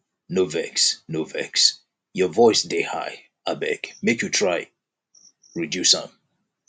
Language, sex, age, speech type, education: Nigerian Pidgin, male, 30-45, spontaneous, tertiary